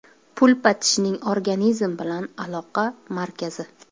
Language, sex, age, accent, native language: Uzbek, female, 25-34, Toshkent viloyati, Uzbek